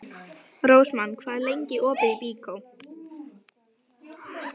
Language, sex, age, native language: Icelandic, female, 11, Icelandic